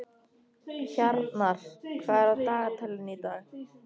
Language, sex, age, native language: Icelandic, female, 13, Icelandic